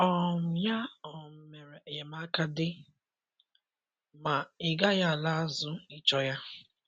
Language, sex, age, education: Igbo, male, 15-29, secondary